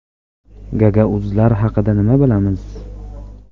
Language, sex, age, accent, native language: Uzbek, male, 18-24, Farg'ona, Uzbek